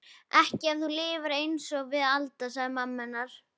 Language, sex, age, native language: Icelandic, female, 11, Icelandic